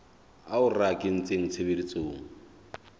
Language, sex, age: Southern Sotho, male, 26